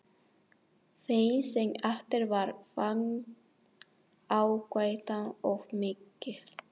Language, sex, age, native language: Icelandic, female, 40-49, Spanish